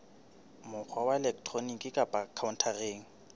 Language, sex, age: Southern Sotho, male, 23